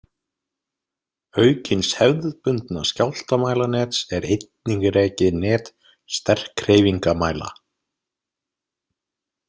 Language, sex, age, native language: Icelandic, male, 30-39, Icelandic